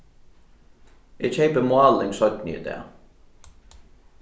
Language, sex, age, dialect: Faroese, male, 15-35, Norðurstreymoy/Eysturoy